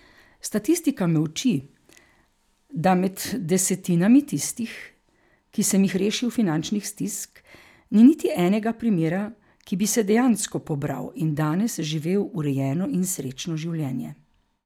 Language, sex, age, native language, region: Slovenian, female, 50-59, Slovenian, Carinthia region